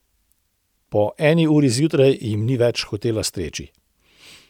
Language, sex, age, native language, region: Slovenian, male, 60+, Slovenian, Central Slovenia